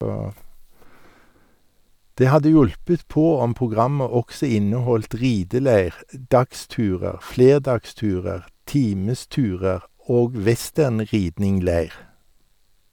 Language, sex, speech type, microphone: Norwegian, male, read, Sennheiser